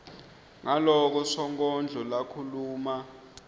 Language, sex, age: Swati, male, 20